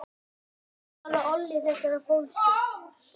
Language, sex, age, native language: Icelandic, male, 10, Icelandic